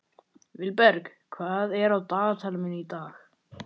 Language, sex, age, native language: Icelandic, male, 12, Icelandic